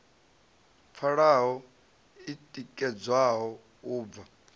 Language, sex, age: Venda, male, 37